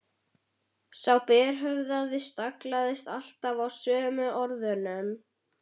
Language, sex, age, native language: Icelandic, male, 11, Icelandic